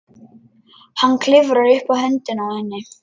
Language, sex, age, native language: Icelandic, male, 11, Lithuanian